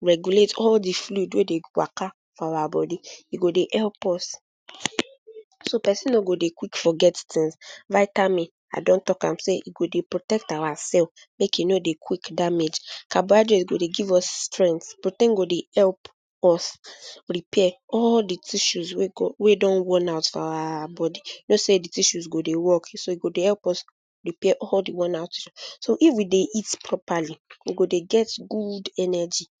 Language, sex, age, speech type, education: Nigerian Pidgin, female, 15-29, spontaneous, secondary